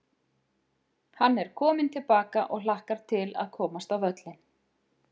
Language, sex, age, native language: Icelandic, female, 50-59, Icelandic